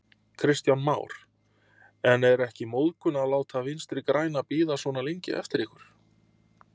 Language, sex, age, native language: Icelandic, male, 30-39, Icelandic